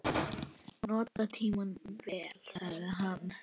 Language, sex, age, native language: Icelandic, female, 10, Icelandic